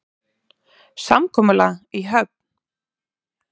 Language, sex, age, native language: Icelandic, female, 30-39, Icelandic